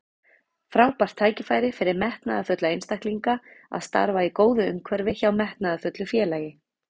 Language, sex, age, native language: Icelandic, female, 30-39, Icelandic